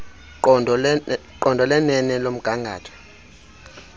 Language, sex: Xhosa, male